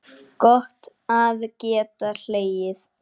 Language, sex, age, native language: Icelandic, male, 9, Icelandic